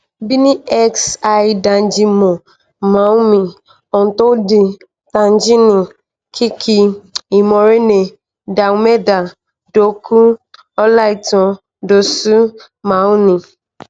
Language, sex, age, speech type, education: Nigerian Pidgin, female, 30-45, spontaneous, tertiary